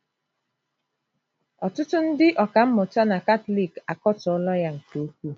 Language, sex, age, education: Igbo, female, 30-45, tertiary